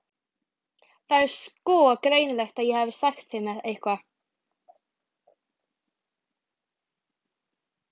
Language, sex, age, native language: Icelandic, female, 12, Icelandic